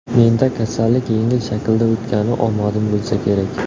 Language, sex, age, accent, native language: Uzbek, male, 18-24, Surxondaryo, Uzbek